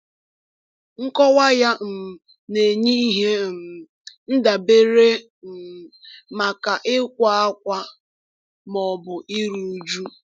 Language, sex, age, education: Igbo, female, 15-29, tertiary